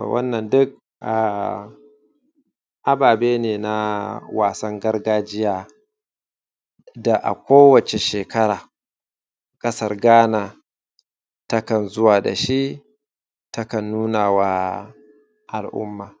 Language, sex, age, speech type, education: Hausa, male, 30-45, spontaneous, secondary